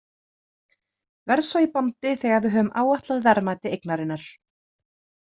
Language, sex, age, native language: Icelandic, female, 30-39, Icelandic